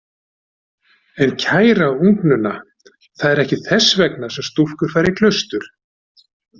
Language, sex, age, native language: Icelandic, male, 60-69, Icelandic